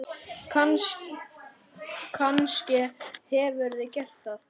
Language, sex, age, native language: Icelandic, male, 9, Icelandic